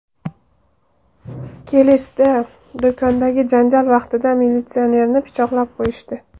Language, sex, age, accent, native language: Uzbek, female, 19-29, Andijon, Uzbek